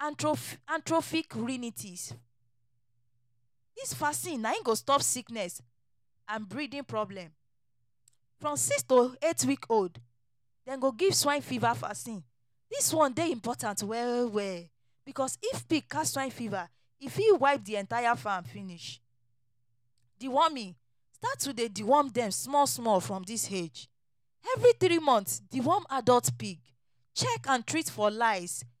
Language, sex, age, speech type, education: Nigerian Pidgin, female, 30-45, spontaneous, tertiary